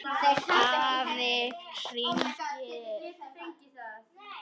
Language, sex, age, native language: Icelandic, female, 10, Icelandic